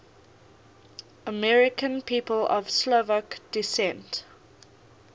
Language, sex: English, female